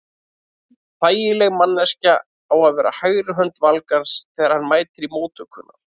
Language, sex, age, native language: Icelandic, male, 30-39, Icelandic